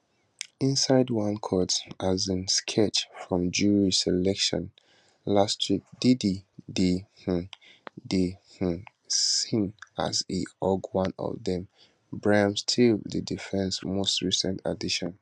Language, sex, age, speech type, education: Nigerian Pidgin, male, 15-29, spontaneous, tertiary